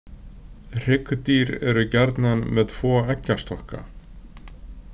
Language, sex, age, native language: Icelandic, male, 60-69, Icelandic